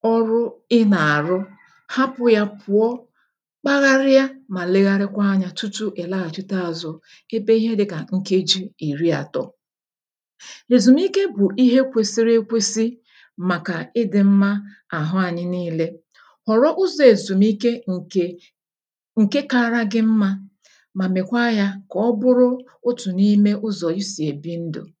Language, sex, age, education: Igbo, female, 30-45, tertiary